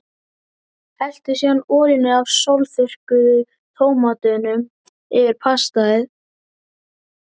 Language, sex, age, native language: Icelandic, male, 11, Icelandic